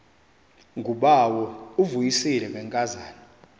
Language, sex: Xhosa, male